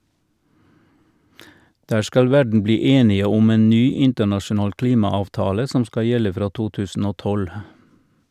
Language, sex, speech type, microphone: Norwegian, male, read, Shure